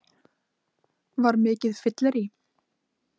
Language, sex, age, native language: Icelandic, female, 20-29, Icelandic